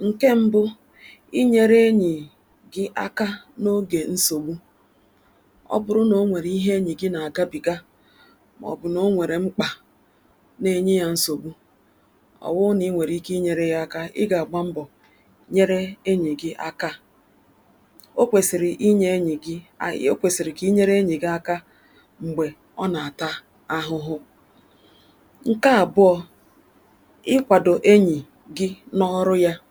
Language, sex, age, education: Igbo, female, 46-60, tertiary